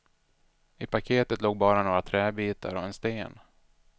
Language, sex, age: Swedish, male, 33